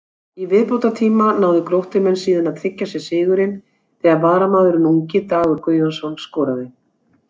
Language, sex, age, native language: Icelandic, female, 60-69, Icelandic